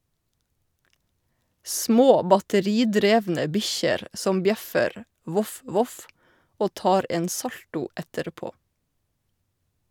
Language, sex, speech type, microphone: Norwegian, female, read, Shure